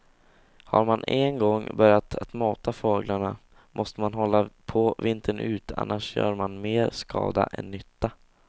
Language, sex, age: Swedish, male, 16